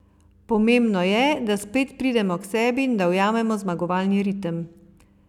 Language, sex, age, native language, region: Slovenian, female, 50-59, Slovenian, Savinja region